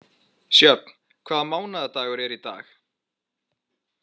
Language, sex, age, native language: Icelandic, male, 20-29, Icelandic